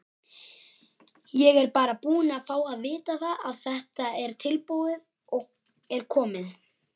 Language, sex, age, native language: Icelandic, female, 50-59, Icelandic